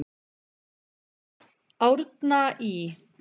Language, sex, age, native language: Icelandic, female, 40-49, Icelandic